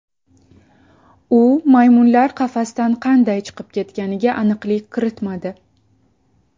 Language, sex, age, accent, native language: Uzbek, female, 19-29, Samarqand, Uzbek